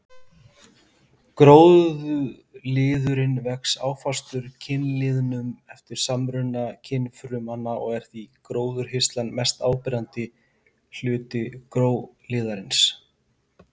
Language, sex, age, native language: Icelandic, male, 50-59, Icelandic